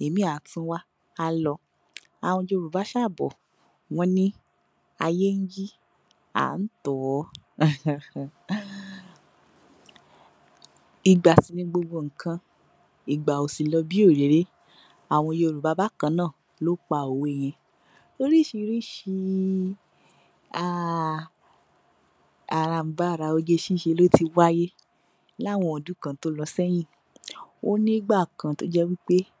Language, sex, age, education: Yoruba, female, 46-60, tertiary